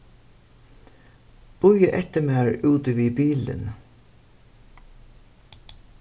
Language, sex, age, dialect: Faroese, female, 61+, Suðurstreymoy